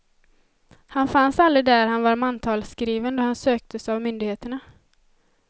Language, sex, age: Swedish, female, 20